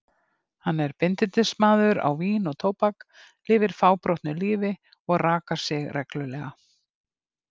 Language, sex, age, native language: Icelandic, female, 50-59, Icelandic